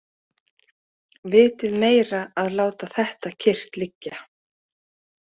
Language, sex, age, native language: Icelandic, female, 30-39, Icelandic